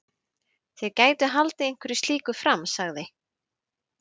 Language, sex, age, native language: Icelandic, female, 30-39, Icelandic